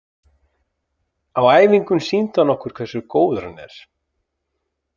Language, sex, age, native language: Icelandic, male, 30-39, Icelandic